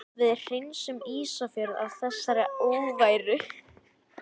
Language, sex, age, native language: Icelandic, male, 11, Icelandic